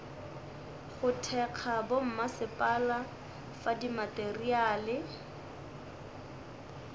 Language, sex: Northern Sotho, male